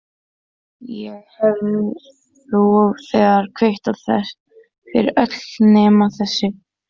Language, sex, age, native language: Icelandic, female, 14, Icelandic